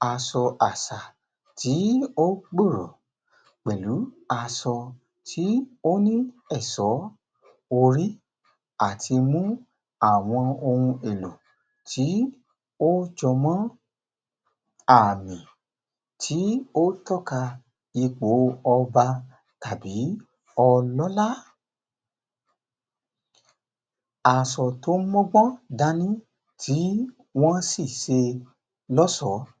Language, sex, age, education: Yoruba, male, 30-45, tertiary